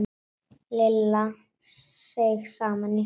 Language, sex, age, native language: Icelandic, female, 9, Icelandic